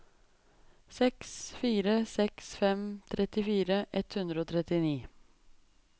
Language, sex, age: Norwegian, female, 23